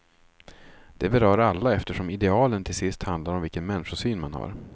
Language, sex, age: Swedish, male, 36